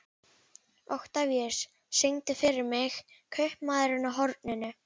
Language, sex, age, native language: Icelandic, female, 11, Icelandic